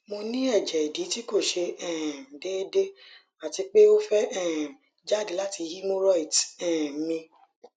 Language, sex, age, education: Yoruba, female, 30-45, tertiary